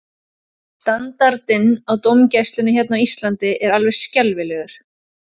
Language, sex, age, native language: Icelandic, female, 40-49, Icelandic